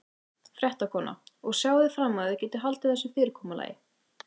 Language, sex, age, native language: Icelandic, female, 18-19, Icelandic